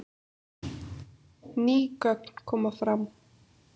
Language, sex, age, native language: Icelandic, female, 30-39, Icelandic